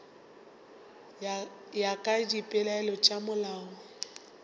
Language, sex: Northern Sotho, female